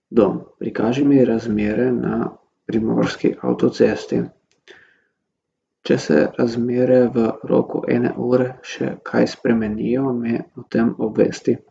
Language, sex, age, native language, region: Slovenian, male, 18-29, Slovenian, Gorica region